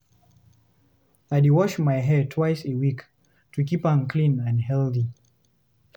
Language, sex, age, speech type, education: Nigerian Pidgin, male, 15-29, read, tertiary